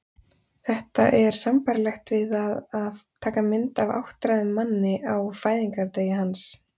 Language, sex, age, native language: Icelandic, female, 30-39, Icelandic